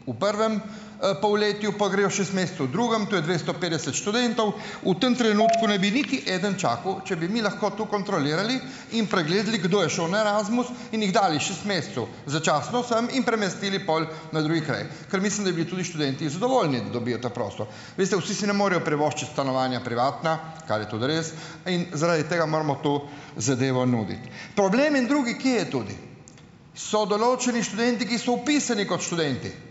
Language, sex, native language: Slovenian, male, Slovenian